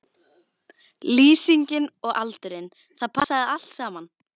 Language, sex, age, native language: Icelandic, female, 12, Icelandic